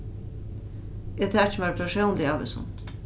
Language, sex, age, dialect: Faroese, female, 36-60, Norðuroyggjar